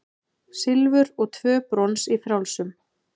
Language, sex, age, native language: Icelandic, female, 30-39, Icelandic